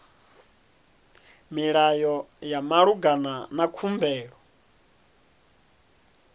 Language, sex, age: Venda, male, 30